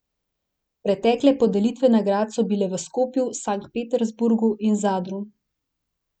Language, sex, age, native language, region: Slovenian, female, 18-29, Slovenian, Central Slovenia